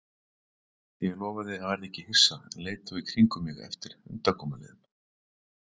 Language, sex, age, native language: Icelandic, male, 40-49, Icelandic